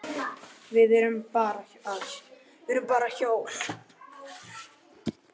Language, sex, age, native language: Icelandic, male, 8, Icelandic